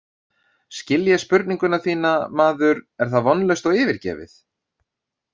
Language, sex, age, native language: Icelandic, male, 30-39, Icelandic